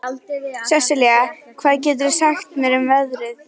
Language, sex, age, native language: Icelandic, female, 11, Icelandic